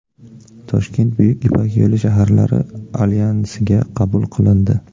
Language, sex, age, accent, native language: Uzbek, male, 18-24, Navoiy, Uzbek